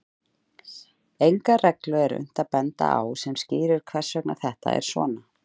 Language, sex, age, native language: Icelandic, female, 30-39, Icelandic